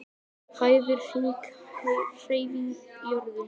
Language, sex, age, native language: Icelandic, male, 18-19, Icelandic